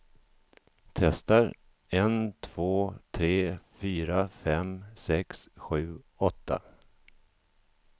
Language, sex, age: Swedish, male, 50